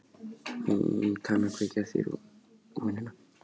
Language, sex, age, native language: Icelandic, male, 15, Icelandic